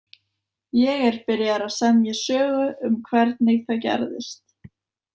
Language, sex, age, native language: Icelandic, female, 20-29, Icelandic